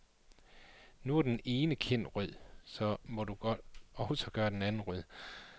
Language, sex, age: Danish, male, 39